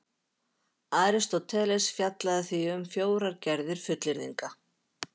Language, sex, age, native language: Icelandic, female, 50-59, Icelandic